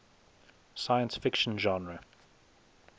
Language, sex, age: English, male, 19